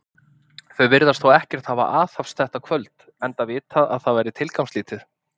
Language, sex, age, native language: Icelandic, male, 30-39, Icelandic